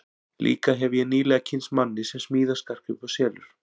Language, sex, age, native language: Icelandic, male, 40-49, Icelandic